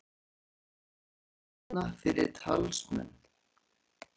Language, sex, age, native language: Icelandic, male, 40-49, Icelandic